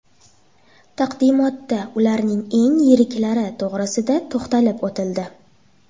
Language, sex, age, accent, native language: Uzbek, female, under 19, Toshkent shahri, Uzbek